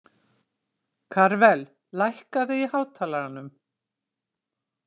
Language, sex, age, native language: Icelandic, female, 60-69, Icelandic